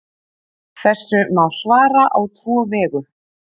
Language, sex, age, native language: Icelandic, female, 30-39, Icelandic